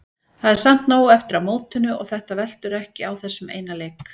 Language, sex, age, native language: Icelandic, female, 40-49, Icelandic